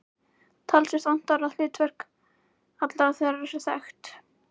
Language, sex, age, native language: Icelandic, female, 11, Icelandic